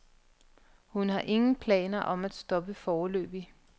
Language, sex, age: Danish, female, 42